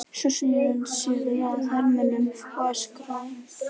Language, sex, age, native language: Icelandic, female, 11, Icelandic